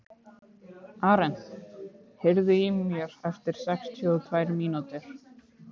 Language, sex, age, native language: Icelandic, male, 15, Icelandic